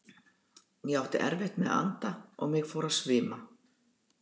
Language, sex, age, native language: Icelandic, female, 60-69, Icelandic